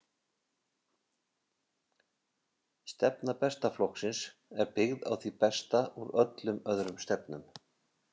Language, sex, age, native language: Icelandic, male, 50-59, Icelandic